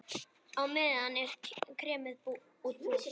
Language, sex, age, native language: Icelandic, male, 10, Icelandic